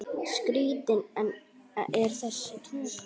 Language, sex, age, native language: Icelandic, male, 9, Icelandic